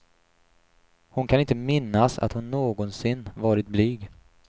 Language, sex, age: Swedish, male, 28